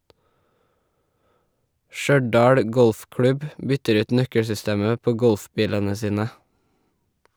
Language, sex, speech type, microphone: Norwegian, male, read, Shure